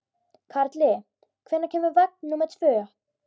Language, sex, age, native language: Icelandic, female, 12, Icelandic